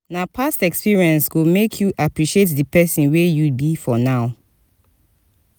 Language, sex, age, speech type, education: Nigerian Pidgin, female, 30-45, spontaneous, tertiary